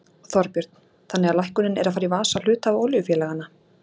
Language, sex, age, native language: Icelandic, female, 40-49, Icelandic